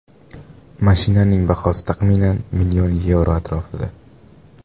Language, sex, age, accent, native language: Uzbek, male, 18-24, Farg'ona, Uzbek